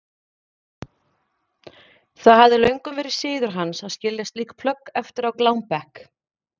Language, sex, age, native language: Icelandic, female, 40-49, Icelandic